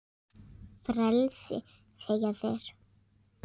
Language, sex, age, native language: Icelandic, female, 6, Icelandic